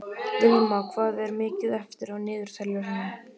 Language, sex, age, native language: Icelandic, male, 12, Icelandic